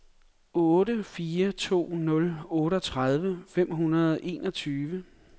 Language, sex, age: Danish, male, 42